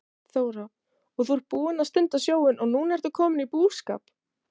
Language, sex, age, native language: Icelandic, female, 18-19, Icelandic